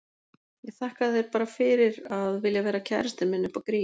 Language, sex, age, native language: Icelandic, female, 40-49, Icelandic